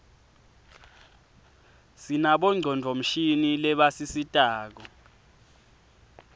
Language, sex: Swati, male